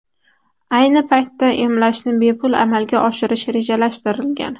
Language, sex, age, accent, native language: Uzbek, female, under 19, Toshkent shahri, Uzbek